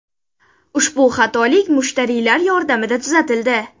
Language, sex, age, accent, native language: Uzbek, female, 19-29, Sirdaryo, Uzbek